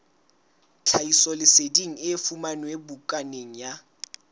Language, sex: Southern Sotho, male